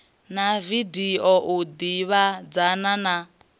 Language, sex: Venda, female